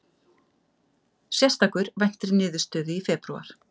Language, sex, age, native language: Icelandic, female, 50-59, Icelandic